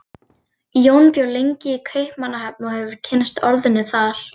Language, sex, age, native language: Icelandic, female, 40-49, Icelandic